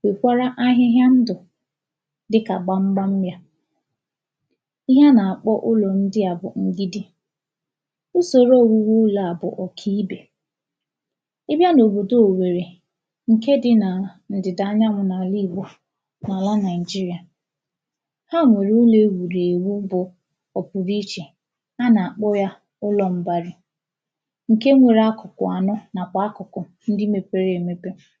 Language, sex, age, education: Igbo, female, 15-29, tertiary